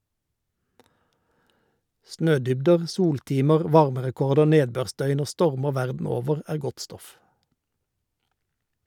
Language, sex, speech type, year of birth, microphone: Norwegian, male, read, 1951, Shure